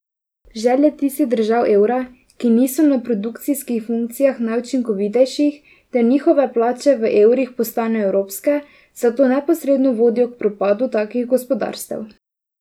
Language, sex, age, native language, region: Slovenian, female, 18-29, Slovenian, Drava region